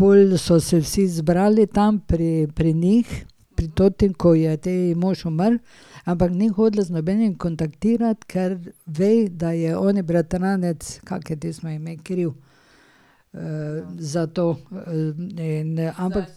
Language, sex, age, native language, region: Slovenian, female, 60+, Slovenian, Drava region